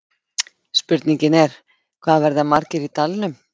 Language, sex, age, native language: Icelandic, female, 50-59, Icelandic